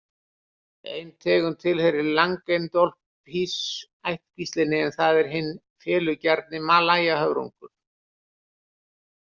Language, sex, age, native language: Icelandic, male, 60-69, Icelandic